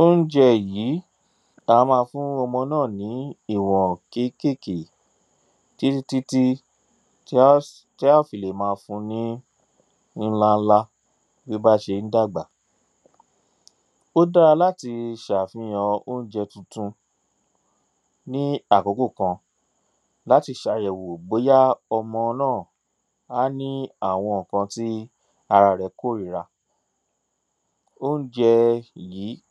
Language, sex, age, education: Yoruba, male, 30-45, tertiary